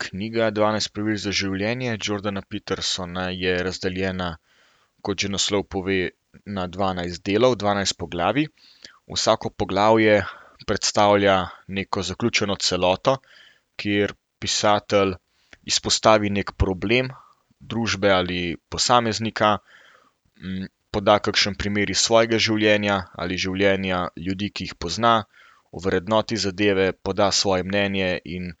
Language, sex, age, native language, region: Slovenian, male, 18-29, Slovenian, Central Slovenia